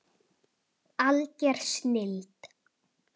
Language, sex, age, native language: Icelandic, male, 10, Icelandic